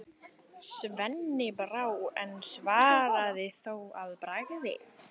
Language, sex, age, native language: Icelandic, female, 15, Icelandic